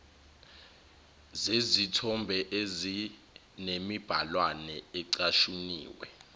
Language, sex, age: Zulu, male, 21